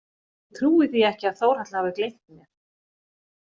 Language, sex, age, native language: Icelandic, female, 40-49, Icelandic